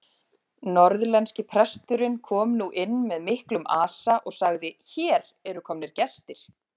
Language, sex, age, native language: Icelandic, female, 30-39, Icelandic